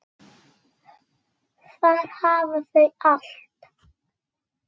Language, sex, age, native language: Icelandic, female, 6, Icelandic